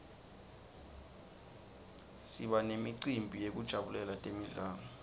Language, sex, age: Swati, male, 20